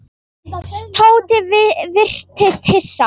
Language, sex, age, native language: Icelandic, male, 10, Icelandic